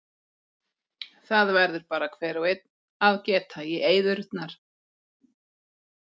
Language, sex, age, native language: Icelandic, female, 40-49, Icelandic